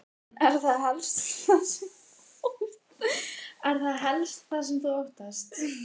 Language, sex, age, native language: Icelandic, female, 13, Icelandic